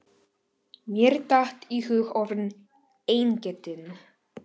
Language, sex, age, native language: Icelandic, male, 11, Polish